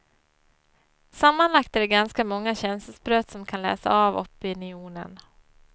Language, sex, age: Swedish, female, 34